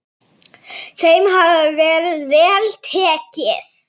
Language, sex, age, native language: Icelandic, female, 9, Icelandic